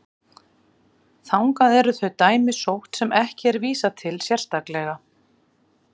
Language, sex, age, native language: Icelandic, female, 40-49, Icelandic